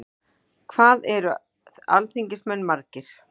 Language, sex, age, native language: Icelandic, female, 40-49, Icelandic